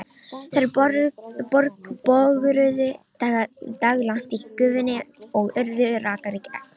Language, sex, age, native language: Icelandic, female, 18-19, Romanian